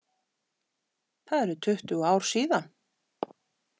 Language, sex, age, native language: Icelandic, female, 40-49, Icelandic